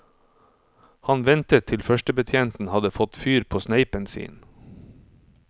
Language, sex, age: Norwegian, male, 44